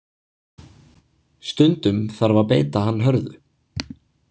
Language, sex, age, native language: Icelandic, male, 20-29, Icelandic